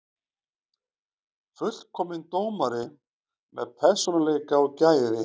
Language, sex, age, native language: Icelandic, male, 40-49, Icelandic